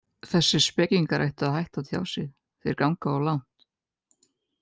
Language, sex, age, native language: Icelandic, male, 18-19, Icelandic